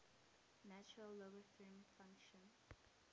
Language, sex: English, female